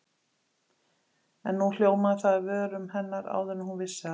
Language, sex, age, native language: Icelandic, female, 50-59, Icelandic